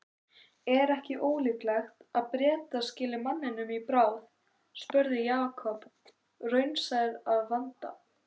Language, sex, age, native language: Icelandic, other, 18-19, Icelandic